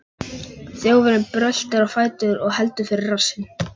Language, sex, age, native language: Icelandic, male, 11, Icelandic